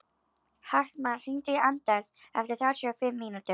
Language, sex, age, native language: Icelandic, female, 11, Icelandic